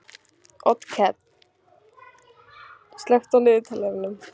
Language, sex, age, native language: Icelandic, female, 15, Icelandic